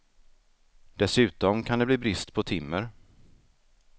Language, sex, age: Swedish, male, 33